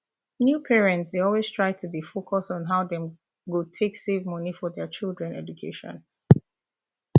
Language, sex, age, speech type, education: Nigerian Pidgin, female, 15-29, spontaneous, tertiary